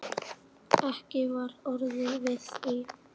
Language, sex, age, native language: Icelandic, male, 8, Icelandic